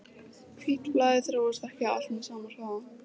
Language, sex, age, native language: Icelandic, female, 14, Icelandic